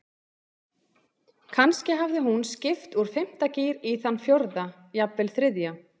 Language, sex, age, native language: Icelandic, female, 30-39, Icelandic